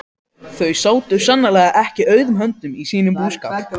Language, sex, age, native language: Icelandic, other, 14, Icelandic